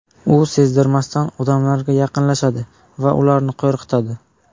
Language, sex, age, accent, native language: Uzbek, male, 18-24, Buxoro, Uzbek